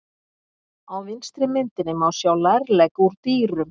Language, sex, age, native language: Icelandic, female, 50-59, Icelandic